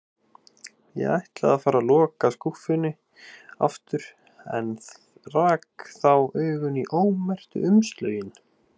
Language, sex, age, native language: Icelandic, male, 18-19, Icelandic